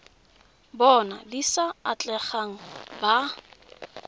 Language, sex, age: Tswana, female, 21